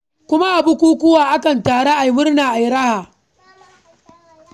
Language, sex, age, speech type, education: Hausa, female, 15-29, read, primary